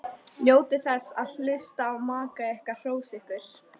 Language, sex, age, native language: Icelandic, female, 13, Icelandic